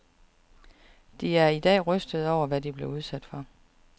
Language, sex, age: Danish, female, 41